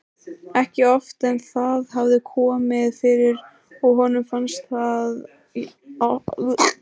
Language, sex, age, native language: Icelandic, female, 18-19, Icelandic